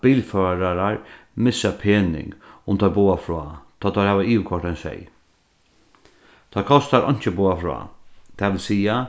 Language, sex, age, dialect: Faroese, male, 36-60, Norðurstreymoy/Eysturoy